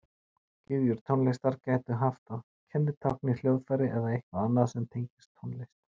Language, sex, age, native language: Icelandic, male, 40-49, Icelandic